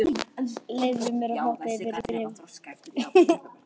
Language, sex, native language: Icelandic, female, Chinese